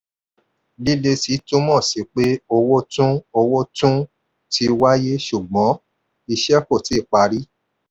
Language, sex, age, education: Yoruba, male, 46-60, tertiary